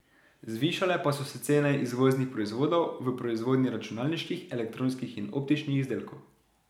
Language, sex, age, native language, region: Slovenian, male, 18-29, Slovenian, Drava region